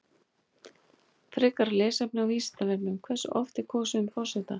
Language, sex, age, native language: Icelandic, female, 40-49, Icelandic